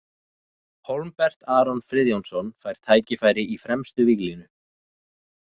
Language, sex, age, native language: Icelandic, male, 20-29, Icelandic